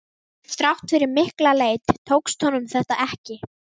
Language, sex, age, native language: Icelandic, female, 18-19, Icelandic